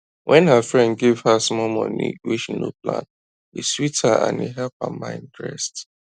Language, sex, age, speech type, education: Nigerian Pidgin, male, 15-29, spontaneous, tertiary